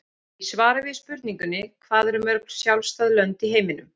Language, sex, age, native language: Icelandic, female, 40-49, Icelandic